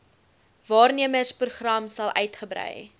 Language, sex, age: Afrikaans, female, 19